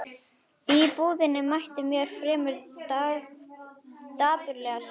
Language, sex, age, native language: Icelandic, female, 11, Icelandic